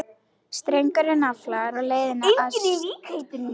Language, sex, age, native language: Icelandic, female, 11, Icelandic